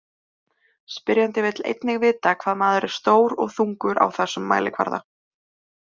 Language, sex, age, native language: Icelandic, male, 20-29, Icelandic